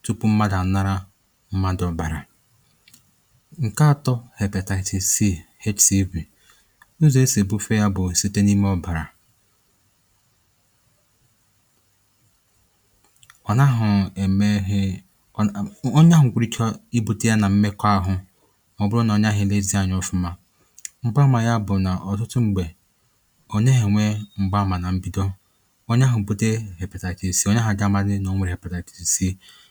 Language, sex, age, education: Igbo, male, 15-29, tertiary